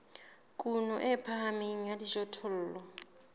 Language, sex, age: Southern Sotho, female, 19